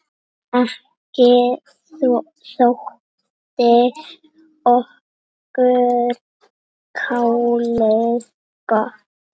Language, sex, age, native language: Icelandic, other, 6, Icelandic